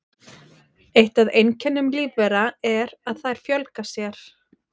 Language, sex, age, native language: Icelandic, female, 30-39, Icelandic